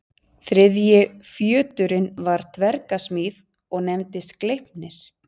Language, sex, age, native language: Icelandic, female, 40-49, Icelandic